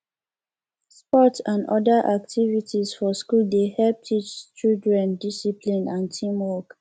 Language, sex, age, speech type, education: Nigerian Pidgin, female, 15-29, spontaneous, tertiary